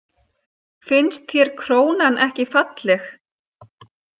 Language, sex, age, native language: Icelandic, female, 30-39, Icelandic